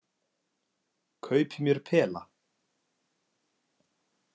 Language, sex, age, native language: Icelandic, male, 20-29, Icelandic